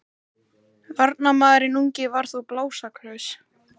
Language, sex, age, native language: Icelandic, male, 18-19, Icelandic